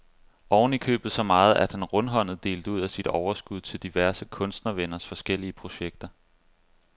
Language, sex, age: Danish, male, 25